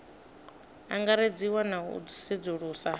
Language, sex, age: Venda, female, 26